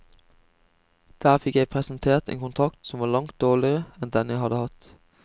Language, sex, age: Norwegian, male, 25